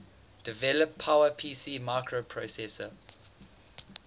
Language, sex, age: English, male, 18